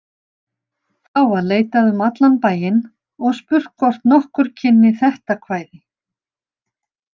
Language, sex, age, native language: Icelandic, female, 60-69, Icelandic